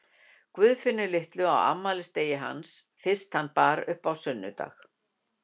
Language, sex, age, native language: Icelandic, female, 60-69, Icelandic